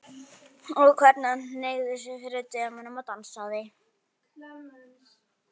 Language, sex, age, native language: Icelandic, female, 11, Icelandic